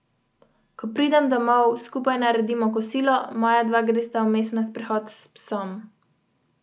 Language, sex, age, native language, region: Slovenian, female, 18-29, Slovenian, Central Slovenia